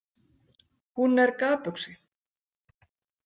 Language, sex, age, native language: Icelandic, female, 40-49, Icelandic